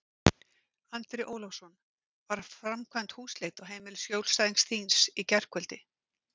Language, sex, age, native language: Icelandic, female, 50-59, Icelandic